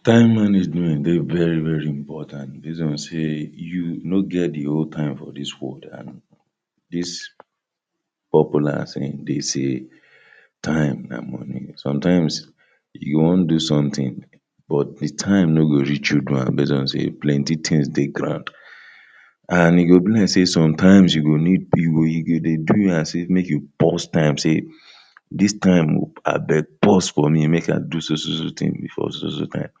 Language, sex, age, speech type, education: Nigerian Pidgin, male, 30-45, spontaneous, tertiary